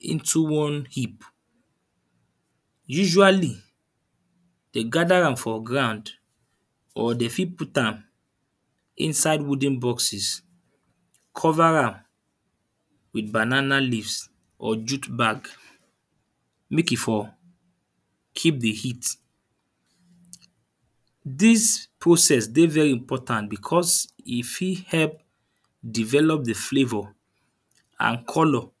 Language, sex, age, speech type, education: Nigerian Pidgin, male, 30-45, spontaneous, tertiary